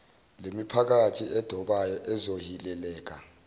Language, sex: Zulu, male